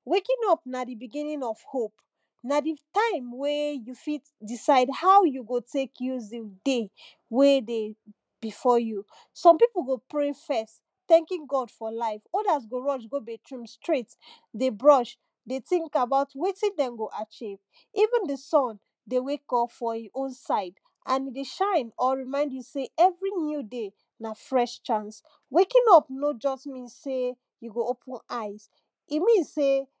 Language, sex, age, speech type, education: Nigerian Pidgin, female, 15-29, spontaneous, tertiary